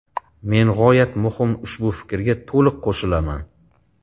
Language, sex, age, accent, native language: Uzbek, male, 35+, Farg'ona, Uzbek